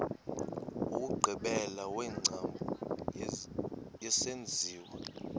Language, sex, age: Xhosa, male, 19